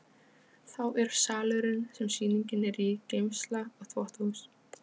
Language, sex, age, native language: Icelandic, female, 15, Polish